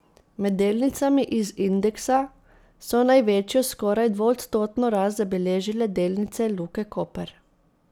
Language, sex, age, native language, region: Slovenian, female, 30-49, Slovenian, Posavska region